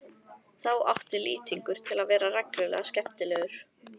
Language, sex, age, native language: Icelandic, female, 13, Icelandic